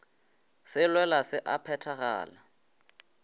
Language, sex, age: Northern Sotho, male, 20